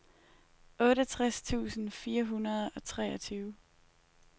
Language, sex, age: Danish, female, 21